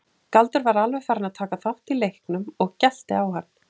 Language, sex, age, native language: Icelandic, female, 40-49, Icelandic